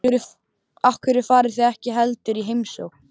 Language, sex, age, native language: Icelandic, male, 12, Icelandic